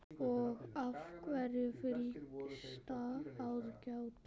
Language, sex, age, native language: Icelandic, male, 10, Icelandic